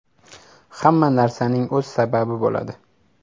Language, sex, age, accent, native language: Uzbek, male, 18-24, Samarqand, Uzbek